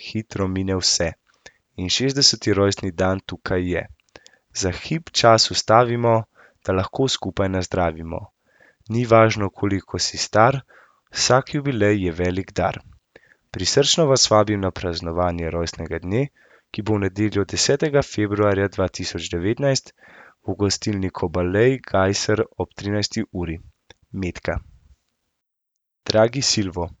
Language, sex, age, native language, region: Slovenian, male, 18-29, Slovenian, Central Slovenia